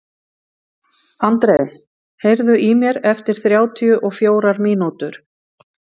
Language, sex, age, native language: Icelandic, female, 50-59, Icelandic